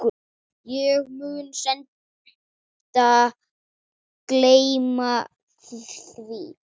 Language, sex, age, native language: Icelandic, male, 9, Icelandic